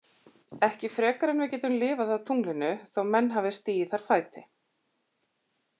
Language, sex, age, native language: Icelandic, female, 40-49, Icelandic